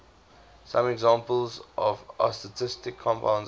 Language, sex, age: English, male, 20